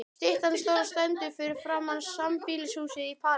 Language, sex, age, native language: Icelandic, male, 11, Icelandic